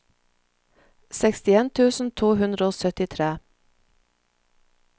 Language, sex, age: Norwegian, female, 46